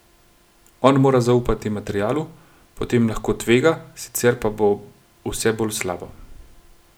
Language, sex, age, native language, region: Slovenian, male, 30-49, Slovenian, Gorenjska region